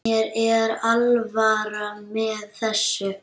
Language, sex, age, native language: Icelandic, female, 8, Icelandic